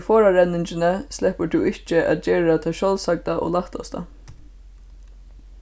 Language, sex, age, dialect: Faroese, female, 15-35, Suðurstreymoy